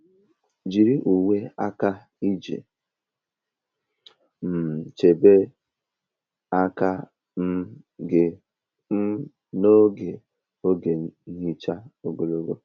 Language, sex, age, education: Igbo, male, 15-29, tertiary